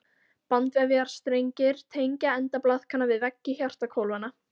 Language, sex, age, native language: Icelandic, female, 14, Icelandic